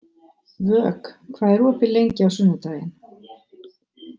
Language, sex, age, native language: Icelandic, female, 60-69, Icelandic